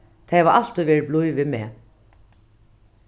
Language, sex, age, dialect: Faroese, female, 36-60, Norðuroyggjar